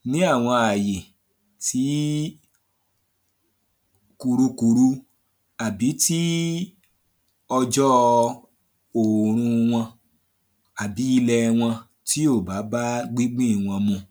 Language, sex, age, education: Yoruba, male, 30-45, primary